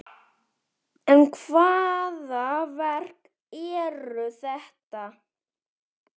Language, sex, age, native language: Icelandic, male, 10, Icelandic